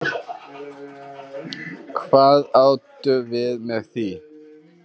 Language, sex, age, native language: Icelandic, male, 30-39, Albanian